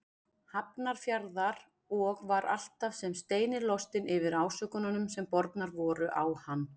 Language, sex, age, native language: Icelandic, female, 40-49, Icelandic